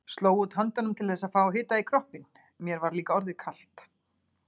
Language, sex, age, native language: Icelandic, female, 40-49, Icelandic